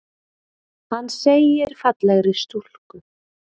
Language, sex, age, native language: Icelandic, female, 30-39, Icelandic